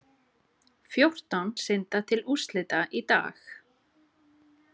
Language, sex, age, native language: Icelandic, female, 30-39, Icelandic